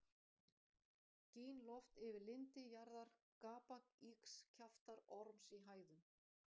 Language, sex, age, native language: Icelandic, female, 50-59, Icelandic